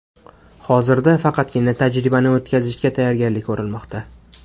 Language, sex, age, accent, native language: Uzbek, male, 18-24, Farg'ona, Uzbek